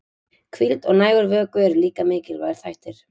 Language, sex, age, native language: Icelandic, female, 20-29, Icelandic